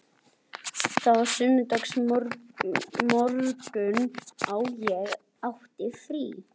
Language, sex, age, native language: Icelandic, other, 11, Icelandic